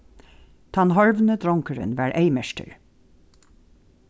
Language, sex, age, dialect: Faroese, female, 36-60, Norðuroyggjar